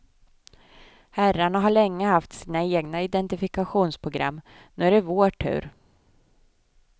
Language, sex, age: Swedish, female, 24